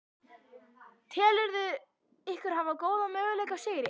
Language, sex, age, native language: Icelandic, female, 11, Icelandic